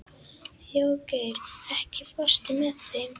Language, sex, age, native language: Icelandic, female, 11, Icelandic